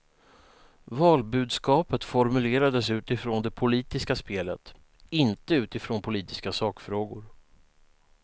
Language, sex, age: Swedish, male, 19